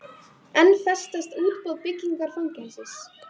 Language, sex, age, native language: Icelandic, female, 18-19, Icelandic